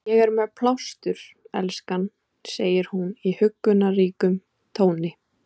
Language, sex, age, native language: Icelandic, female, 20-29, Icelandic